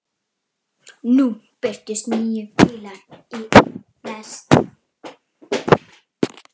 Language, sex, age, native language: Icelandic, female, 11, Icelandic